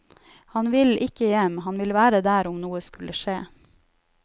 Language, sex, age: Norwegian, female, 31